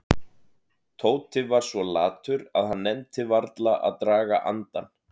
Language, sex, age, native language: Icelandic, male, 30-39, Icelandic